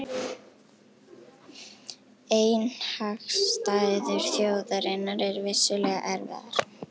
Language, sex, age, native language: Icelandic, female, 18-19, Icelandic